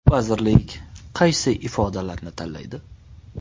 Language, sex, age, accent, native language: Uzbek, male, 19-29, Toshkent shahri, Uzbek